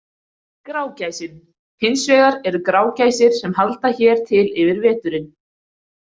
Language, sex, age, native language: Icelandic, female, 20-29, Icelandic